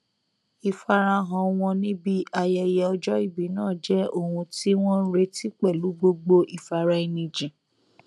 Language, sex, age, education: Yoruba, female, 15-29, tertiary